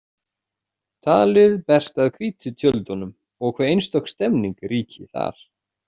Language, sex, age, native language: Icelandic, male, 40-49, Icelandic